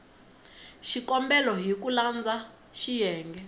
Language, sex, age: Tsonga, female, 19